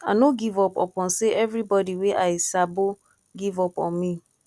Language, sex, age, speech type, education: Nigerian Pidgin, female, 15-29, spontaneous, tertiary